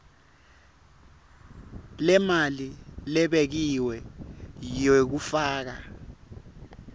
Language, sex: Swati, male